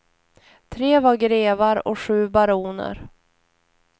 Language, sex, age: Swedish, female, 41